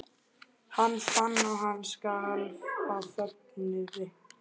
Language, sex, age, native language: Icelandic, male, 12, Icelandic